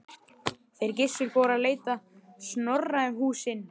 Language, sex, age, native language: Icelandic, male, 11, Icelandic